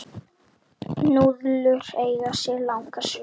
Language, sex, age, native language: Icelandic, male, 7, Icelandic